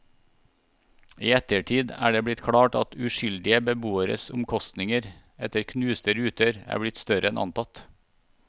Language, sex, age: Norwegian, male, 41